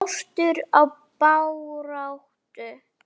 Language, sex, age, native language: Icelandic, female, 10, Icelandic